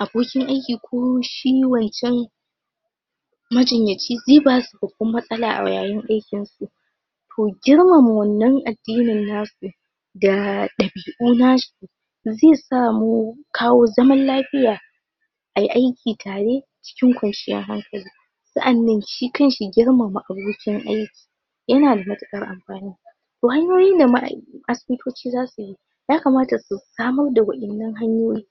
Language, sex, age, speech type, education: Hausa, female, 15-29, spontaneous, tertiary